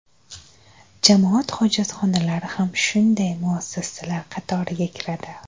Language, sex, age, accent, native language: Uzbek, female, 25-34, Jizzax, Uzbek